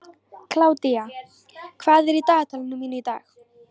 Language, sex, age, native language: Icelandic, female, 13, Icelandic